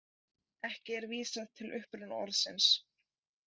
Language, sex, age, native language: Icelandic, female, 20-29, Icelandic